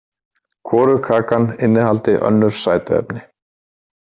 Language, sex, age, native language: Icelandic, male, 30-39, Icelandic